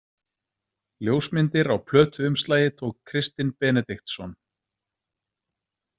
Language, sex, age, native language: Icelandic, male, 30-39, Icelandic